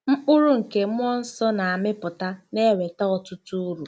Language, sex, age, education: Igbo, female, 15-29, tertiary